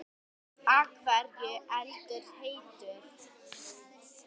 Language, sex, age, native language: Icelandic, female, 10, Icelandic